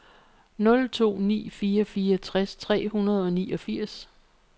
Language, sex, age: Danish, female, 48